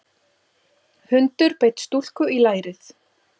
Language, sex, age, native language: Icelandic, female, 40-49, Icelandic